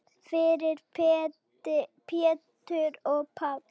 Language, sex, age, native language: Icelandic, female, 8, Icelandic